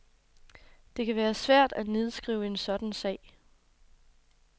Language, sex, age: Danish, female, 24